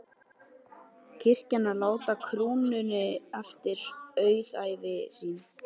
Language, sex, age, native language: Icelandic, male, 12, Icelandic